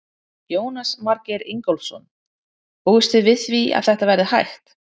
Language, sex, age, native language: Icelandic, female, 30-39, Icelandic